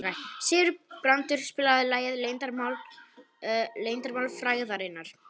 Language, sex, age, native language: Icelandic, male, 18-19, Polish